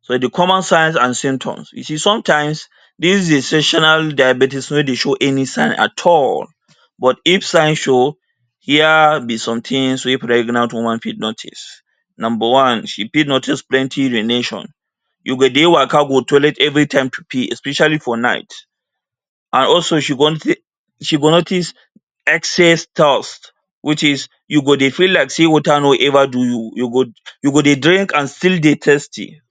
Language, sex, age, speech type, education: Nigerian Pidgin, male, 30-45, spontaneous, tertiary